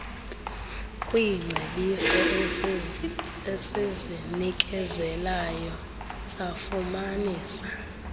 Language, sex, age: Xhosa, female, 31